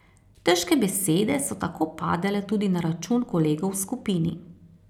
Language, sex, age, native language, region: Slovenian, female, 30-49, Slovenian, Carinthia region